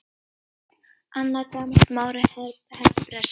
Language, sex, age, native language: Icelandic, female, 18-19, Icelandic